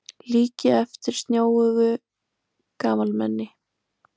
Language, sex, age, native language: Icelandic, female, 20-29, Icelandic